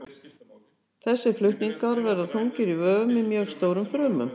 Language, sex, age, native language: Icelandic, female, 60-69, Icelandic